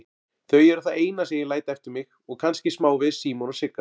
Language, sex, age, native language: Icelandic, male, 40-49, Icelandic